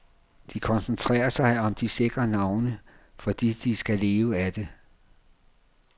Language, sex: Danish, male